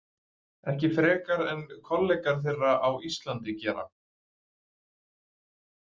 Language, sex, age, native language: Icelandic, male, 20-29, Icelandic